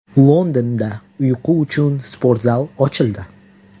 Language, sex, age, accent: Uzbek, male, 18-24, Toshkent shahri